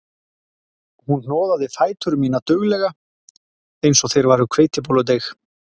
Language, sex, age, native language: Icelandic, male, 40-49, Icelandic